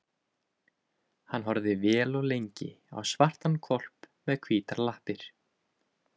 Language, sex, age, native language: Icelandic, male, 20-29, Icelandic